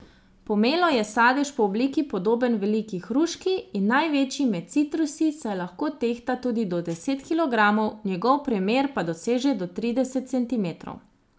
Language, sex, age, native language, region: Slovenian, female, 30-49, Slovenian, Zasavska region